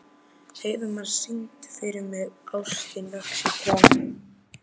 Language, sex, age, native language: Icelandic, male, 12, Icelandic